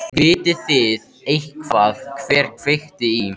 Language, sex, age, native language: Icelandic, male, 13, Icelandic